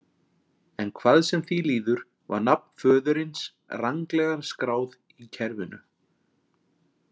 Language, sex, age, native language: Icelandic, male, 40-49, Icelandic